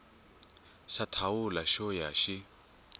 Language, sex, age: Tsonga, male, 24